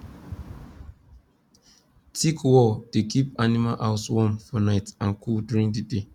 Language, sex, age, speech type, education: Nigerian Pidgin, male, 15-29, spontaneous, secondary